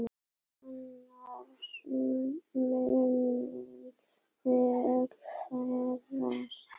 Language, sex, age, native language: Icelandic, female, 8, Icelandic